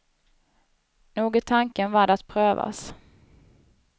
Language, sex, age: Swedish, female, 19